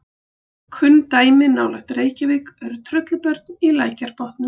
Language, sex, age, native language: Icelandic, female, 40-49, Icelandic